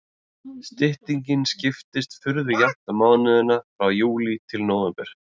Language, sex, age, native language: Icelandic, male, 30-39, Icelandic